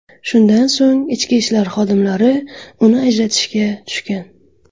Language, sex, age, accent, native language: Uzbek, female, 25-34, Qashqadaryo, Uzbek